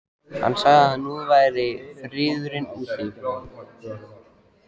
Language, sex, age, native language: Icelandic, male, 14, Icelandic